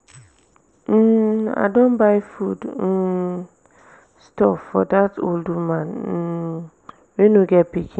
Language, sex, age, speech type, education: Nigerian Pidgin, female, 15-29, spontaneous, tertiary